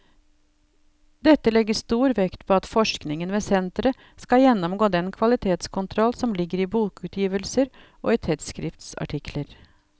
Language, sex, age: Norwegian, female, 52